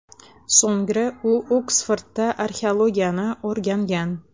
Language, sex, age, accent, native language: Uzbek, female, 25-34, Toshkent shahri, Uzbek